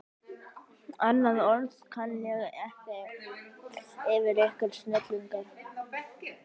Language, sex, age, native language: Icelandic, male, 11, Icelandic